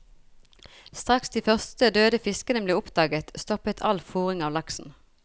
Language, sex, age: Norwegian, female, 40